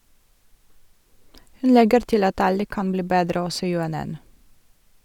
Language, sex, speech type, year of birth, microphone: Norwegian, female, read, 1982, Sennheiser